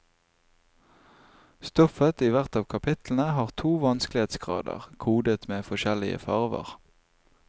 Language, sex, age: Norwegian, male, 24